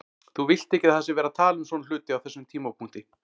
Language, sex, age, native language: Icelandic, male, 40-49, Icelandic